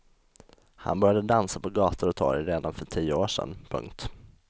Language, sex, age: Swedish, male, 20